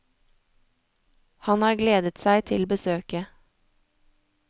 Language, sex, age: Norwegian, female, 24